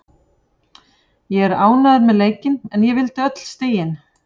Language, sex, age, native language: Icelandic, female, 40-49, Icelandic